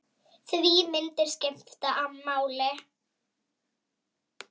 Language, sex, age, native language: Icelandic, female, 9, Icelandic